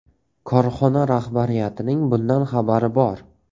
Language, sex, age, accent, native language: Uzbek, male, 18-24, Toshkent viloyati, Uzbek